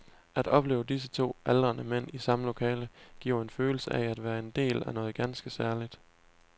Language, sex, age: Danish, male, 19